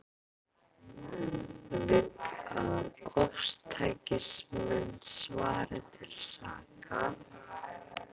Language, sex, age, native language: Icelandic, female, 40-49, Icelandic